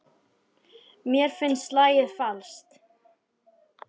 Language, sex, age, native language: Icelandic, female, 10, Icelandic